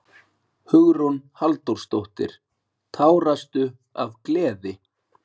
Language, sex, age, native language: Icelandic, male, 40-49, Icelandic